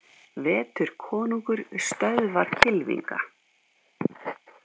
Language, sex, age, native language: Icelandic, female, 50-59, Icelandic